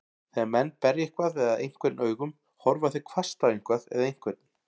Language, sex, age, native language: Icelandic, male, 40-49, Icelandic